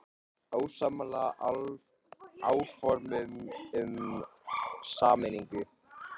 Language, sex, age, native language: Icelandic, male, 18-19, Icelandic